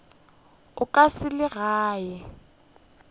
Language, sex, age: Northern Sotho, female, 21